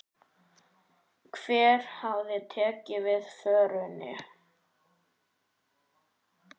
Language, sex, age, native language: Icelandic, male, 9, Icelandic